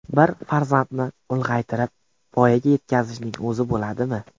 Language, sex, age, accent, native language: Uzbek, male, under 19, Qashqadaryo, Uzbek